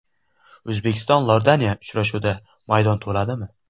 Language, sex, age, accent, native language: Uzbek, male, 18-24, Samarqand, Uzbek